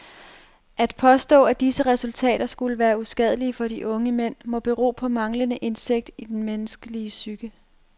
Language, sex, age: Danish, female, 30